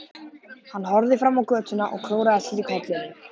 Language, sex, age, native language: Icelandic, male, 14, Icelandic